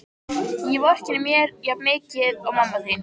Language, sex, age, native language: Icelandic, female, 13, Icelandic